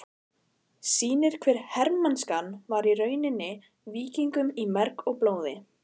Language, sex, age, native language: Icelandic, female, 15, Icelandic